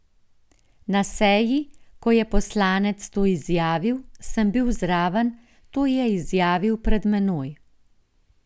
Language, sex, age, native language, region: Slovenian, female, 50-59, Slovenian, Gorenjska region